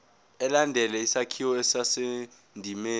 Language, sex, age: Zulu, male, 20